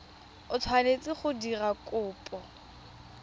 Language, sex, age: Tswana, female, 20